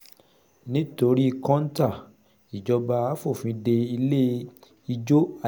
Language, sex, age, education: Yoruba, male, 30-45, secondary